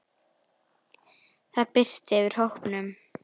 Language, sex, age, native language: Icelandic, female, 10, Icelandic